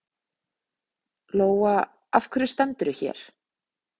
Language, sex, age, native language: Icelandic, female, 20-29, Icelandic